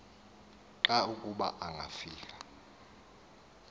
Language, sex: Xhosa, male